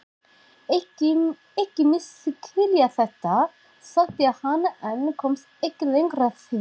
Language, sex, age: Icelandic, female, 40-49